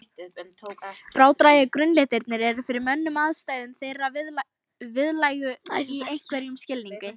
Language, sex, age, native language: Icelandic, female, 18-19, Icelandic